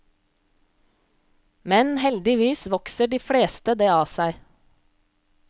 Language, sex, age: Norwegian, female, 35